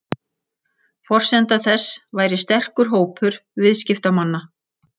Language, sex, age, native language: Icelandic, female, 60-69, Icelandic